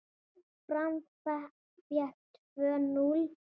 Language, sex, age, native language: Icelandic, female, 7, Icelandic